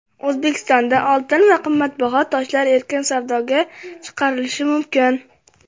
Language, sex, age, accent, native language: Uzbek, female, under 19, Namangan, Uzbek